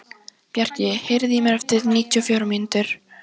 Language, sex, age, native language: Icelandic, female, 14, Icelandic